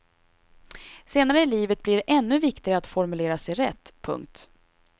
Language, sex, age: Swedish, female, 26